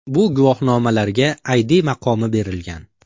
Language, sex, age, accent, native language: Uzbek, male, 25-34, Farg'ona, Uzbek